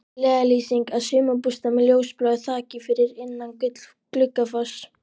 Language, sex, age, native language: Icelandic, male, 12, Icelandic